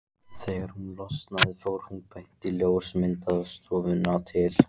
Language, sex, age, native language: Icelandic, male, 14, Icelandic